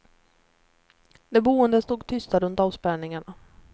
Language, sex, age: Swedish, female, 29